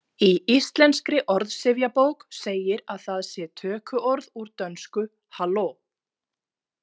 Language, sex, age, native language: Icelandic, female, 30-39, Icelandic